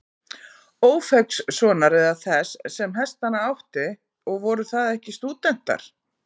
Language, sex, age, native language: Icelandic, female, 40-49, Icelandic